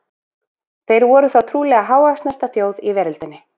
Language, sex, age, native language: Icelandic, female, 40-49, Icelandic